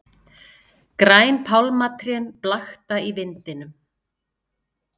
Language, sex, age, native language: Icelandic, female, 50-59, Icelandic